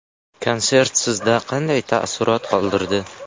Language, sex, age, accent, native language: Uzbek, male, 19-29, Surxondaryo, Uzbek